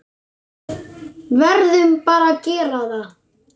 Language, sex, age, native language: Icelandic, male, 9, Icelandic